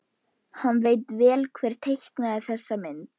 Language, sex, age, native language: Icelandic, female, 11, Icelandic